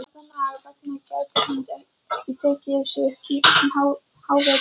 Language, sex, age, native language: Icelandic, female, 14, Icelandic